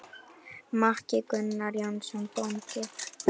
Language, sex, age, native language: Icelandic, female, 9, Icelandic